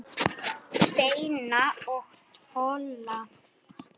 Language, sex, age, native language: Icelandic, male, 9, Icelandic